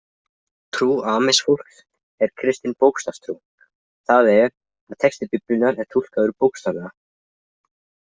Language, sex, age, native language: Icelandic, other, 20-29, Icelandic